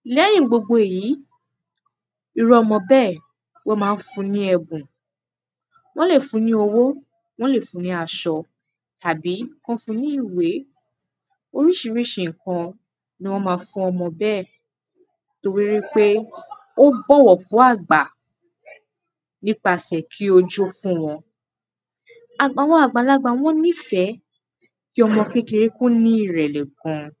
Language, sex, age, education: Yoruba, female, 15-29, secondary